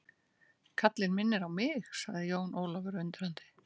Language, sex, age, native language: Icelandic, female, 60-69, Icelandic